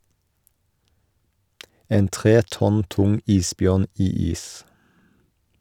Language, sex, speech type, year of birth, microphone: Norwegian, male, read, 1972, Shure